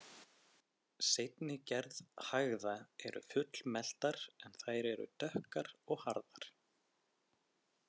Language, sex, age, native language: Icelandic, male, 20-29, Icelandic